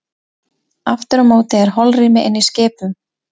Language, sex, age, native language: Icelandic, female, 20-29, Icelandic